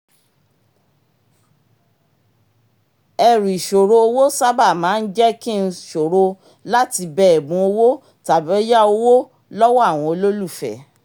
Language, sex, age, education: Yoruba, female, 46-60, tertiary